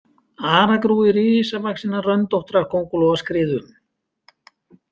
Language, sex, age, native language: Icelandic, male, 50-59, Icelandic